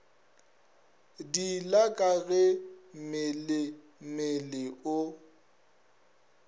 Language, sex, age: Northern Sotho, male, 22